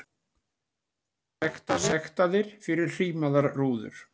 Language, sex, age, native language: Icelandic, male, 60-69, Icelandic